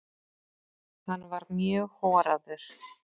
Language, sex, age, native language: Icelandic, female, 30-39, Icelandic